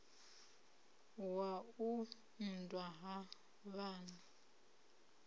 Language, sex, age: Venda, female, 30